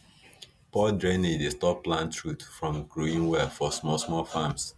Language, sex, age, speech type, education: Nigerian Pidgin, male, 15-29, spontaneous, tertiary